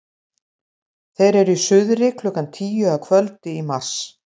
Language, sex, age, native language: Icelandic, female, 60-69, Icelandic